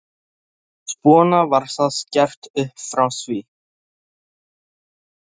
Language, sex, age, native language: Icelandic, male, 13, Polish